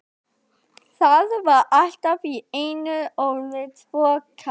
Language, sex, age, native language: Icelandic, female, 12, Icelandic